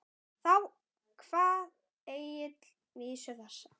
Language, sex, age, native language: Icelandic, male, 9, Icelandic